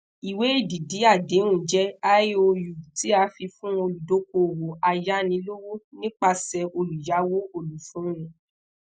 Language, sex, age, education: Yoruba, female, 15-29, tertiary